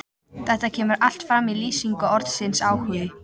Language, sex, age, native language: Icelandic, female, 14, Icelandic